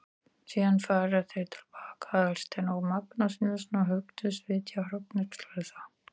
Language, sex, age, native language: Icelandic, female, 40-49, Icelandic